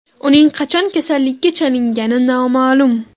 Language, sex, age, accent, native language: Uzbek, female, 18-24, Farg'ona, Uzbek